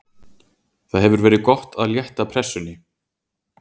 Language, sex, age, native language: Icelandic, male, 40-49, Icelandic